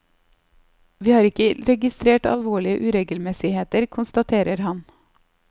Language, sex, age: Norwegian, female, 30